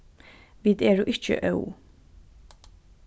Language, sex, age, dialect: Faroese, female, 15-35, Norðurstreymoy/Eysturoy